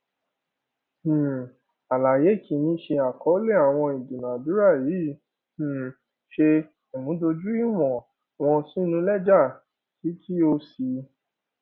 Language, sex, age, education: Yoruba, male, 30-45, tertiary